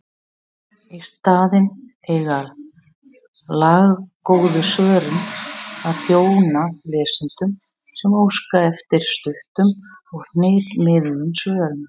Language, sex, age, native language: Icelandic, female, 60-69, Icelandic